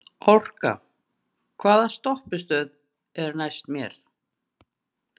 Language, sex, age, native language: Icelandic, female, 40-49, Icelandic